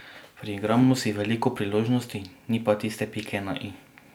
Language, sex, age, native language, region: Slovenian, male, 18-29, Slovenian, Drava region